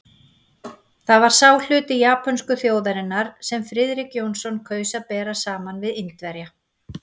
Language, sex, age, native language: Icelandic, female, 40-49, Icelandic